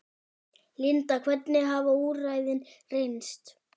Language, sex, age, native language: Icelandic, male, 10, Icelandic